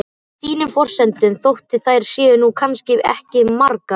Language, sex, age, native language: Icelandic, male, 12, Icelandic